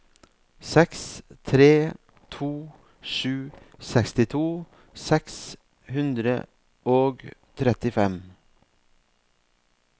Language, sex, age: Norwegian, male, 44